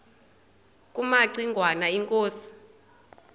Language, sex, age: Xhosa, female, 30